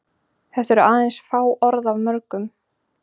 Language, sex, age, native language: Icelandic, female, 20-29, Icelandic